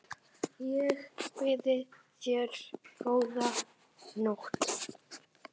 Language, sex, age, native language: Icelandic, male, 9, Icelandic